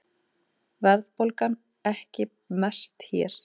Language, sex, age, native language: Icelandic, female, 30-39, Icelandic